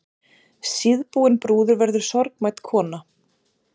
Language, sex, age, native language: Icelandic, female, 30-39, Icelandic